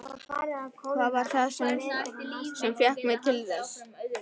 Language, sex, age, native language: Icelandic, female, 11, Icelandic